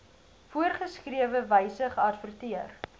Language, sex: Afrikaans, female